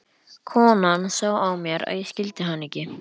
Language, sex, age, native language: Icelandic, male, 11, Icelandic